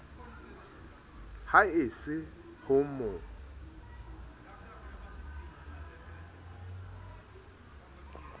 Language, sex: Southern Sotho, male